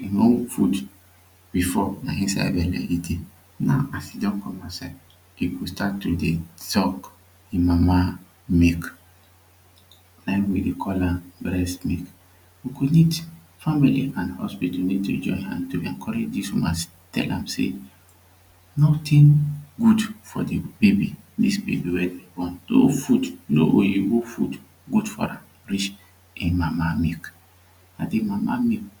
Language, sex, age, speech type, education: Nigerian Pidgin, male, 30-45, spontaneous, tertiary